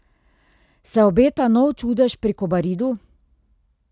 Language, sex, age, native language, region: Slovenian, female, 30-49, Slovenian, Drava region